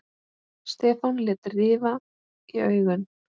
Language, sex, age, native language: Icelandic, female, 10, Icelandic